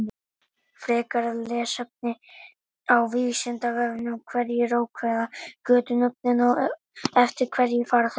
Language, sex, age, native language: Icelandic, male, 18-19, Icelandic